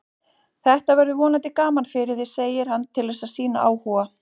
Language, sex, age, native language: Icelandic, female, 40-49, Icelandic